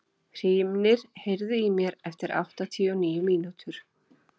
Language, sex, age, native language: Icelandic, female, 12, Icelandic